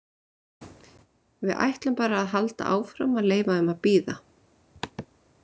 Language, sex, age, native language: Icelandic, female, 30-39, Icelandic